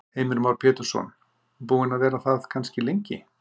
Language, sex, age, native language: Icelandic, male, 50-59, Icelandic